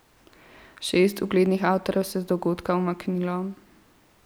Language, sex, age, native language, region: Slovenian, female, 12-17, Slovenian, Central Slovenia